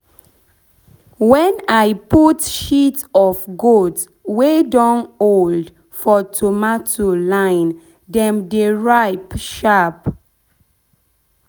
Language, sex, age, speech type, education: Nigerian Pidgin, female, 15-29, spontaneous, tertiary